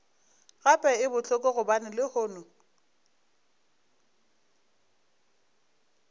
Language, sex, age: Northern Sotho, female, 25